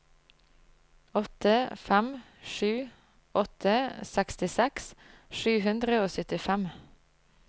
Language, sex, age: Norwegian, female, 25